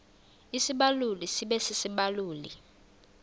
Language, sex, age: Xhosa, female, 20